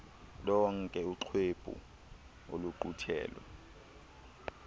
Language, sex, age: Xhosa, male, 23